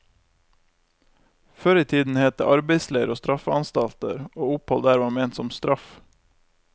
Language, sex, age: Norwegian, male, 28